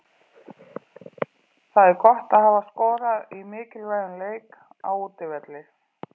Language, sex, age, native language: Icelandic, female, 40-49, Icelandic